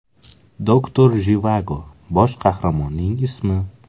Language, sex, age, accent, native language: Uzbek, male, 18-24, Samarqand, Uzbek